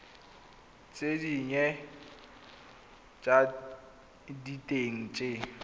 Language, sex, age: Tswana, male, 21